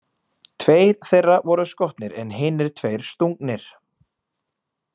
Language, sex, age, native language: Icelandic, male, 20-29, Icelandic